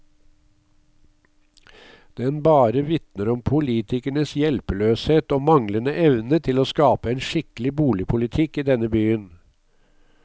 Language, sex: Norwegian, male